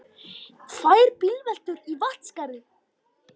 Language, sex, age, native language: Icelandic, female, 50-59, Icelandic